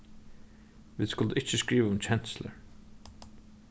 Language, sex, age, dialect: Faroese, male, 15-35, Norðurstreymoy/Eysturoy